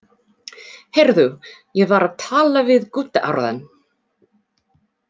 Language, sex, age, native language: Icelandic, female, 40-49, English